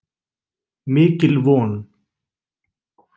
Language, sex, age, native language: Icelandic, male, 20-29, Icelandic